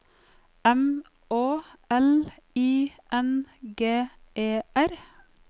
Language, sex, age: Norwegian, female, 34